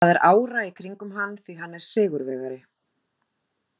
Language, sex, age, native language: Icelandic, female, 40-49, Icelandic